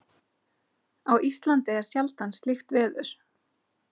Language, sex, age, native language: Icelandic, female, 30-39, Icelandic